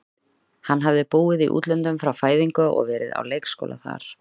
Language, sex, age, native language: Icelandic, female, 30-39, Icelandic